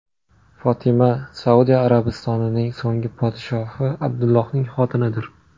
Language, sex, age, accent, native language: Uzbek, male, 25-34, Namangan, Uzbek